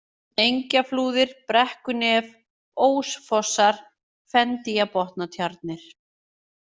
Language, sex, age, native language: Icelandic, female, 40-49, Icelandic